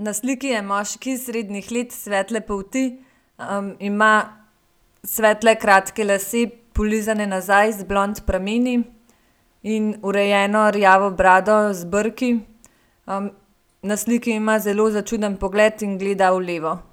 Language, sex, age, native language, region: Slovenian, female, 18-29, Slovenian, Gorenjska region